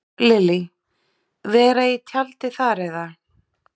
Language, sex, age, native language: Icelandic, female, 30-39, Icelandic